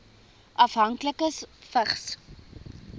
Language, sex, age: Afrikaans, female, 19